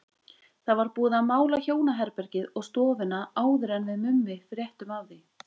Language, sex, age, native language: Icelandic, female, 20-29, Icelandic